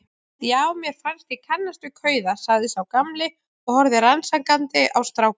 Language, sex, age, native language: Icelandic, female, 20-29, Icelandic